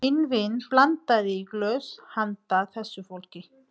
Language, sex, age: Icelandic, female, 30-39